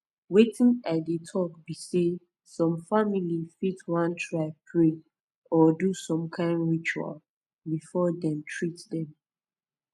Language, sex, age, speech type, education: Nigerian Pidgin, female, 15-29, spontaneous, tertiary